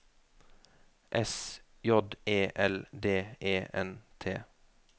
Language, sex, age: Norwegian, male, 33